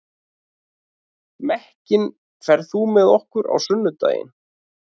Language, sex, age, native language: Icelandic, male, 30-39, Icelandic